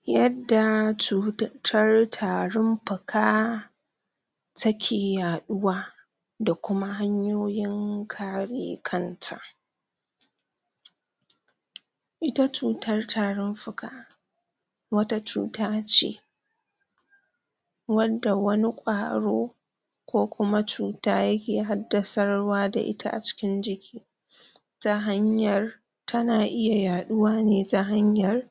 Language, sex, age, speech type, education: Hausa, female, 46-60, spontaneous, tertiary